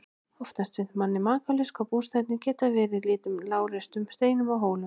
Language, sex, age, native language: Icelandic, female, 16, Icelandic